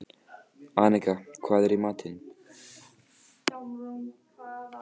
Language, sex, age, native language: Icelandic, male, 14, Icelandic